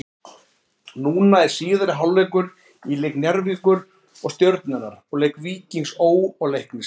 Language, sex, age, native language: Icelandic, male, 40-49, Icelandic